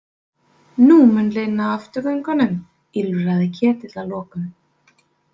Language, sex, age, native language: Icelandic, female, 20-29, Icelandic